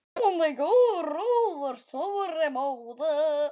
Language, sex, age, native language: Icelandic, male, 8, Icelandic